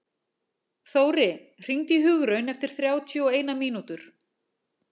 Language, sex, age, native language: Icelandic, female, 40-49, Icelandic